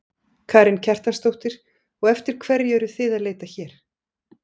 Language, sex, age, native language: Icelandic, female, 40-49, Icelandic